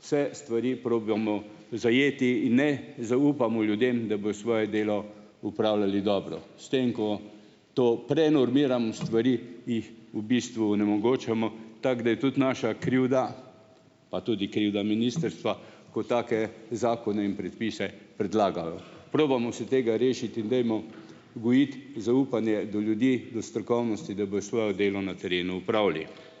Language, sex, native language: Slovenian, male, Slovenian